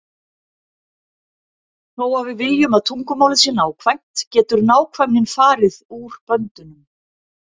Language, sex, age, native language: Icelandic, female, 50-59, Icelandic